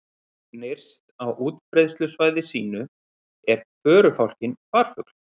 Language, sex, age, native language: Icelandic, male, 30-39, Icelandic